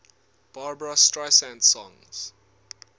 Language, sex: English, male